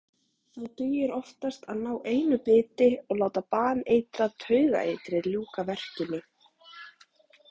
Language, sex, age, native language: Icelandic, female, 20-29, Icelandic